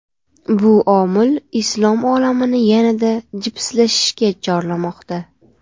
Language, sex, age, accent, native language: Uzbek, female, 18-24, Navoiy, Uzbek